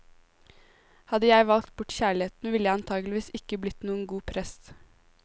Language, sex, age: Norwegian, female, 18